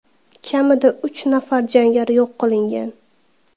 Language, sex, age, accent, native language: Uzbek, female, 19-29, Jizzax, Uzbek